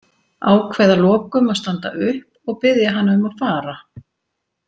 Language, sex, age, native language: Icelandic, female, 40-49, Icelandic